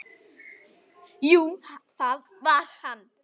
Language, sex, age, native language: Icelandic, female, 10, Icelandic